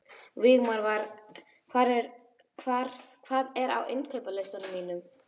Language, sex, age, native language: Icelandic, female, 11, Icelandic